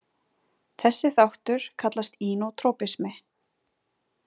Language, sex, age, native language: Icelandic, female, 30-39, Icelandic